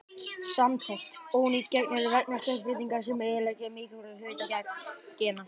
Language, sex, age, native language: Icelandic, female, 18-19, Icelandic